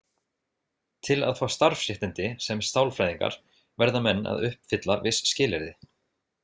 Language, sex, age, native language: Icelandic, male, 30-39, Icelandic